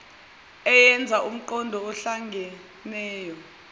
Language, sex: Zulu, female